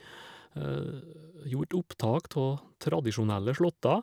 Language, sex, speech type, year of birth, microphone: Norwegian, male, spontaneous, 1956, Shure